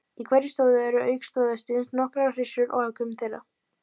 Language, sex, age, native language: Icelandic, female, 18-19, Icelandic